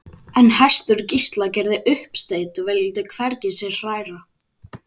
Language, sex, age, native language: Icelandic, male, 12, Icelandic